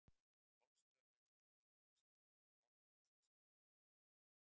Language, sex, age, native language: Icelandic, male, 60-69, Icelandic